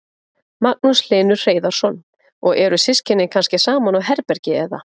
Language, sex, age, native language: Icelandic, female, 30-39, Icelandic